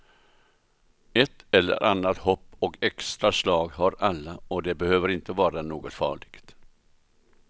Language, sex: Swedish, male